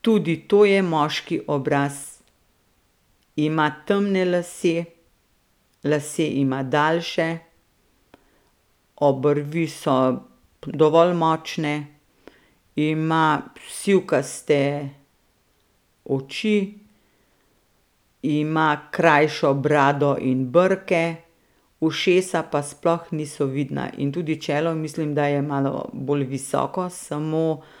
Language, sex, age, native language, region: Slovenian, female, 50-59, Slovenian, Central Slovenia